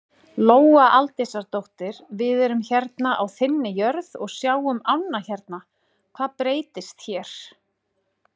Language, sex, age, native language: Icelandic, female, 40-49, Icelandic